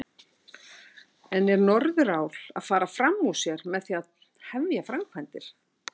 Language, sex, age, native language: Icelandic, female, 60-69, Icelandic